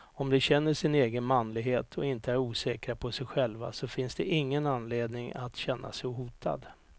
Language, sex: Swedish, male